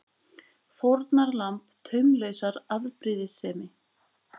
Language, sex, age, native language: Icelandic, female, 20-29, Icelandic